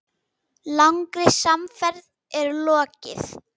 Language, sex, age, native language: Icelandic, female, 10, Icelandic